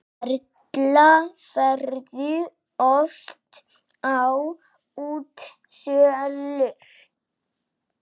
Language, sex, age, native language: Icelandic, male, 7, Icelandic